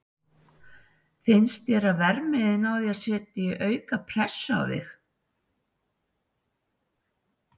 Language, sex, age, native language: Icelandic, female, 60-69, Icelandic